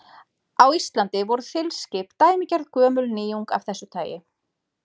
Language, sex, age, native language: Icelandic, female, 30-39, Icelandic